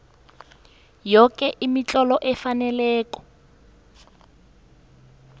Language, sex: South Ndebele, female